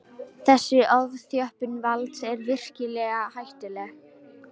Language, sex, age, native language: Icelandic, female, 18-19, Icelandic